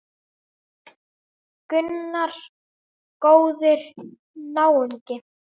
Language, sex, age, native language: Icelandic, male, 9, Icelandic